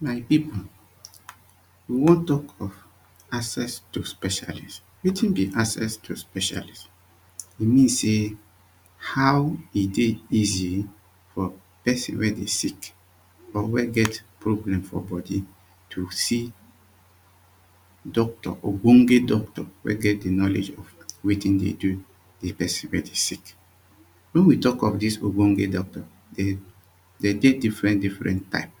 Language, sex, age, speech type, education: Nigerian Pidgin, male, 30-45, spontaneous, tertiary